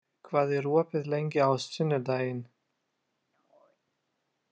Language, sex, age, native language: Icelandic, male, 30-39, Lithuanian